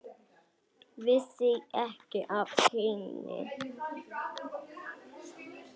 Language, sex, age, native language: Icelandic, female, 9, Icelandic